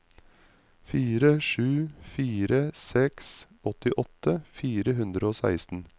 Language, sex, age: Norwegian, male, 35